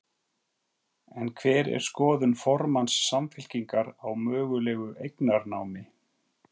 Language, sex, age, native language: Icelandic, male, 40-49, Icelandic